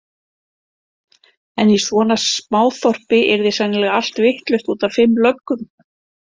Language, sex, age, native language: Icelandic, female, 50-59, Icelandic